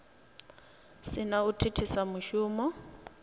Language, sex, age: Venda, female, 26